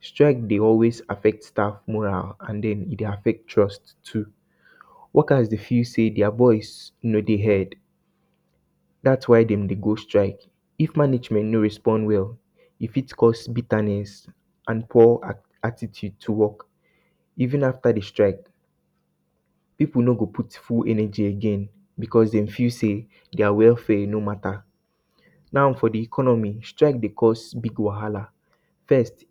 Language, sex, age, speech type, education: Nigerian Pidgin, male, 30-45, spontaneous, tertiary